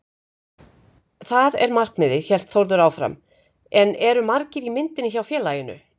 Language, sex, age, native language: Icelandic, female, 50-59, Icelandic